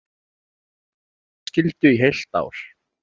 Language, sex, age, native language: Icelandic, male, 30-39, Icelandic